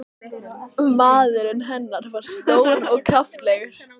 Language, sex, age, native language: Icelandic, female, 14, Icelandic